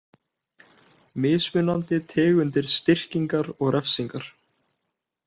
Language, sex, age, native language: Icelandic, male, 18-19, Icelandic